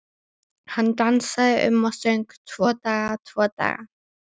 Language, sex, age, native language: Icelandic, female, 12, Icelandic